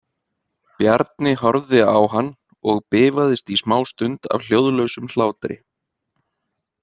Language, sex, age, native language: Icelandic, male, 30-39, Icelandic